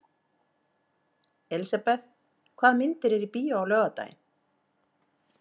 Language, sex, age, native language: Icelandic, female, 40-49, Icelandic